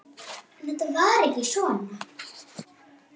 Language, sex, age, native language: Icelandic, female, 7, Icelandic